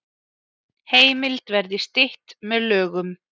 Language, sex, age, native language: Icelandic, female, 30-39, Icelandic